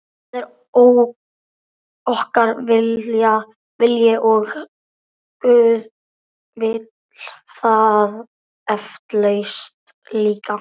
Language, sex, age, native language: Icelandic, male, 12, Icelandic